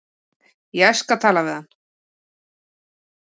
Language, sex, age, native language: Icelandic, female, 30-39, Icelandic